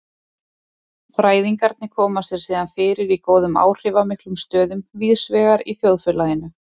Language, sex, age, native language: Icelandic, female, 20-29, Icelandic